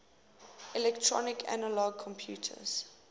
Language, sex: English, female